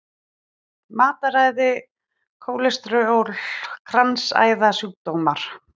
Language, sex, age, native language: Icelandic, female, 40-49, Icelandic